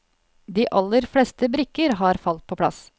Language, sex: Norwegian, female